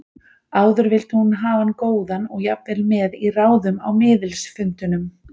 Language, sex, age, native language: Icelandic, female, 40-49, Icelandic